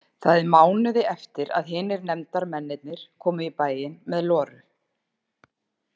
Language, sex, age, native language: Icelandic, female, 50-59, Icelandic